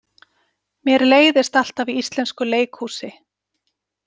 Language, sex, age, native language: Icelandic, female, 40-49, Icelandic